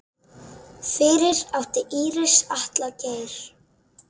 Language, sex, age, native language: Icelandic, female, 10, Icelandic